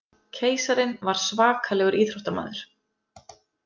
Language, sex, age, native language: Icelandic, female, 30-39, Icelandic